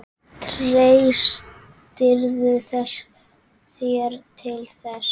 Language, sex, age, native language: Icelandic, female, 20-29, Icelandic